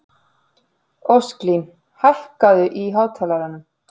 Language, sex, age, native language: Icelandic, female, 40-49, Icelandic